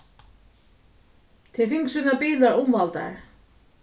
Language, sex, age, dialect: Faroese, female, 36-60, Suðuroy